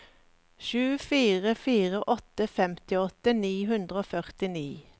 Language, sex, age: Norwegian, female, 54